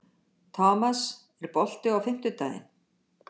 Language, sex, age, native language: Icelandic, female, 60-69, Icelandic